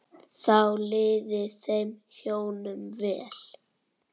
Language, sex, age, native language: Icelandic, male, 9, Icelandic